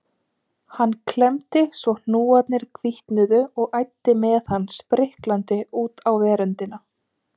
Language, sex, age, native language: Icelandic, female, 30-39, Icelandic